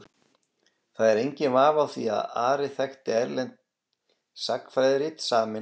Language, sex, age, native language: Icelandic, male, 40-49, Icelandic